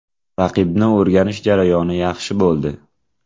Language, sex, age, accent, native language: Uzbek, male, 18-24, Jizzax, Uzbek